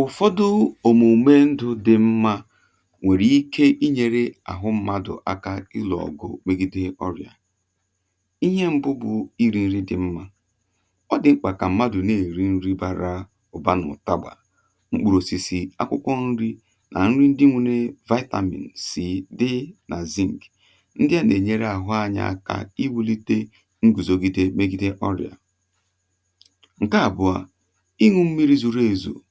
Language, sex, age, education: Igbo, male, 30-45, tertiary